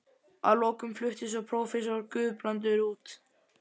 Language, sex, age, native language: Icelandic, male, 11, Icelandic